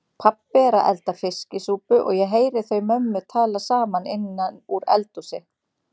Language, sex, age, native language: Icelandic, female, 30-39, Icelandic